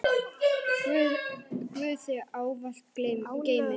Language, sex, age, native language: Icelandic, male, 10, Icelandic